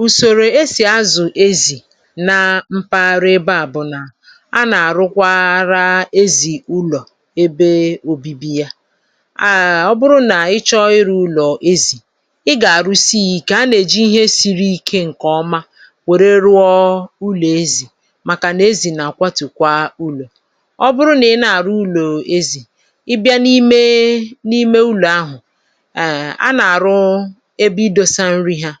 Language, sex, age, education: Igbo, female, 30-45, tertiary